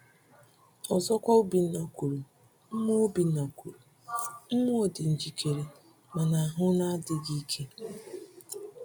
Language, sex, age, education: Igbo, female, 30-45, tertiary